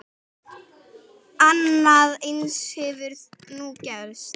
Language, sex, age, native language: Icelandic, female, 10, Icelandic